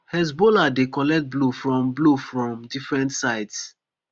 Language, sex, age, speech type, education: Nigerian Pidgin, male, 15-29, spontaneous, tertiary